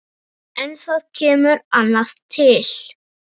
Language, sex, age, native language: Icelandic, male, 9, Icelandic